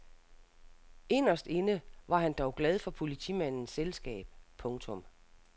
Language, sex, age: Danish, female, 60